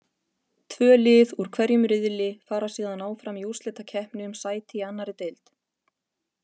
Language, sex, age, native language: Icelandic, female, 30-39, Icelandic